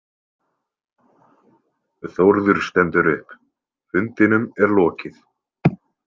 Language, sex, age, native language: Icelandic, male, 20-29, Icelandic